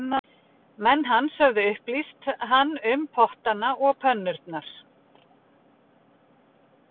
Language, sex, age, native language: Icelandic, female, 50-59, Icelandic